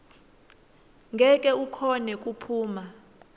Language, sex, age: Swati, female, 19